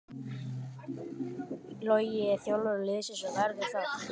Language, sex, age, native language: Icelandic, male, 18-19, Icelandic